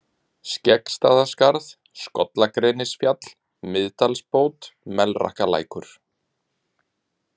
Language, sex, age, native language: Icelandic, male, 30-39, Icelandic